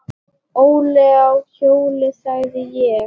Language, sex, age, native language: Icelandic, female, 10, Icelandic